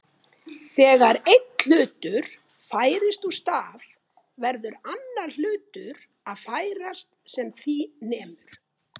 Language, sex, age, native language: Icelandic, female, 50-59, Icelandic